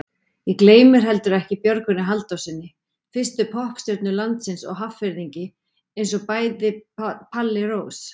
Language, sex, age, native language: Icelandic, female, 40-49, Icelandic